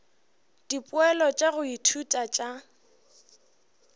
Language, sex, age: Northern Sotho, female, 21